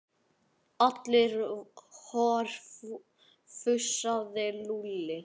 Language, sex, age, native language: Icelandic, male, 9, Icelandic